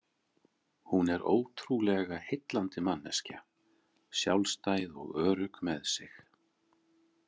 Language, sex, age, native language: Icelandic, male, 40-49, Icelandic